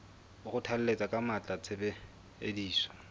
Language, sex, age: Southern Sotho, female, 22